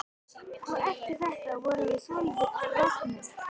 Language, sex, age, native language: Icelandic, female, 13, Icelandic